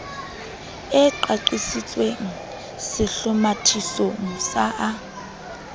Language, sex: Southern Sotho, female